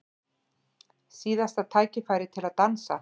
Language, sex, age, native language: Icelandic, female, 40-49, Icelandic